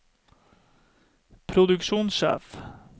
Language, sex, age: Norwegian, male, 31